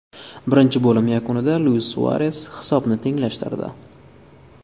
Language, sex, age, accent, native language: Uzbek, male, 19-29, Toshkent viloyati, Uzbek